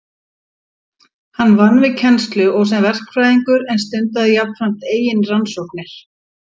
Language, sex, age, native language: Icelandic, female, 50-59, Icelandic